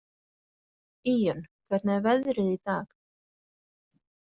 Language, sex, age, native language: Icelandic, female, 40-49, Icelandic